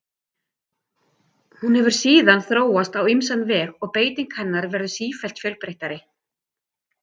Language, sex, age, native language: Icelandic, female, 50-59, Icelandic